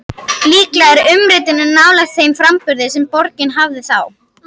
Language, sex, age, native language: Icelandic, female, 50-59, Icelandic